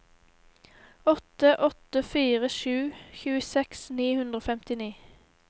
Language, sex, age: Norwegian, female, 18